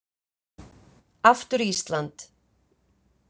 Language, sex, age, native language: Icelandic, female, 50-59, Icelandic